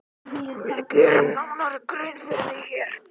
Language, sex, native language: Icelandic, male, Icelandic